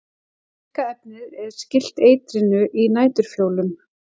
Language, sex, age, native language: Icelandic, female, 40-49, Icelandic